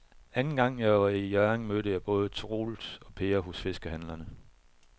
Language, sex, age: Danish, male, 41